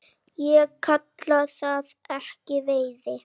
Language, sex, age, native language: Icelandic, female, 8, Icelandic